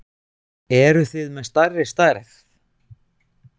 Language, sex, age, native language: Icelandic, male, 20-29, Icelandic